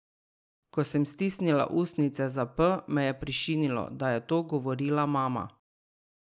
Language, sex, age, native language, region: Slovenian, female, 30-49, Slovenian, Drava region